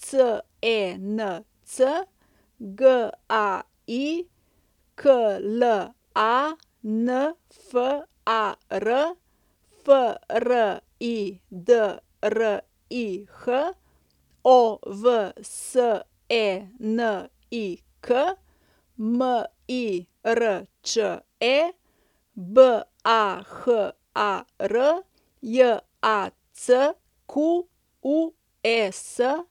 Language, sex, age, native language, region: Slovenian, female, 30-49, Slovenian, Coastal Karst region